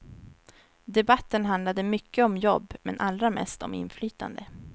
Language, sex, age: Swedish, female, 23